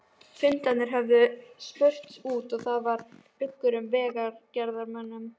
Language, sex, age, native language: Icelandic, female, 12, Icelandic